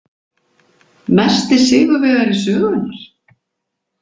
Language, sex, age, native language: Icelandic, female, 50-59, Icelandic